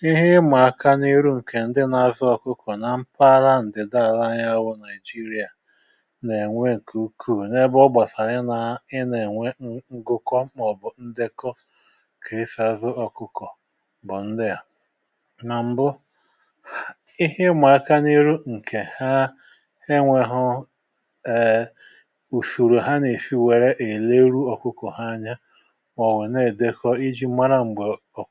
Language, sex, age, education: Igbo, male, 60+, tertiary